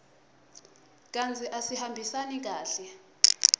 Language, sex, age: Swati, female, 22